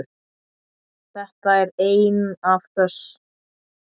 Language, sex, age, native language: Icelandic, male, 8, Icelandic